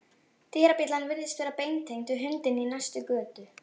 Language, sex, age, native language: Icelandic, female, 11, Icelandic